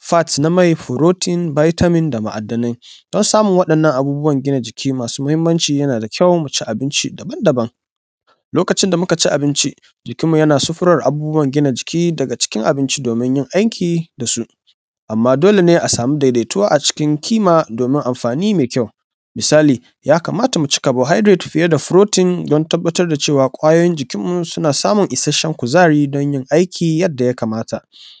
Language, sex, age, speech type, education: Hausa, male, 15-29, spontaneous, tertiary